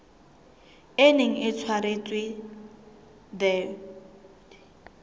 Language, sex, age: Southern Sotho, female, 22